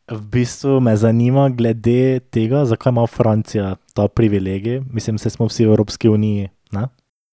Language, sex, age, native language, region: Slovenian, male, 18-29, Slovenian, Drava region